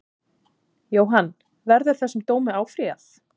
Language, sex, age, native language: Icelandic, female, 30-39, Icelandic